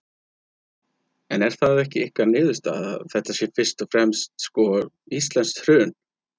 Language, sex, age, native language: Icelandic, male, 30-39, Icelandic